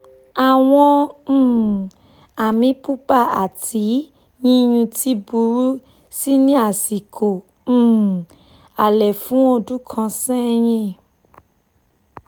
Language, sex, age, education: Yoruba, female, 15-29, tertiary